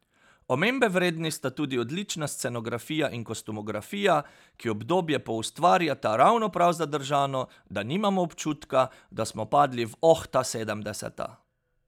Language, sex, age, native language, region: Slovenian, male, 30-49, Slovenian, Pomurje region